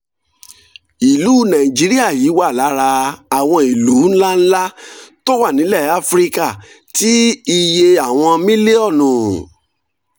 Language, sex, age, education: Yoruba, male, 46-60, tertiary